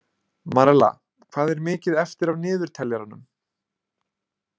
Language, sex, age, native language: Icelandic, male, 20-29, Icelandic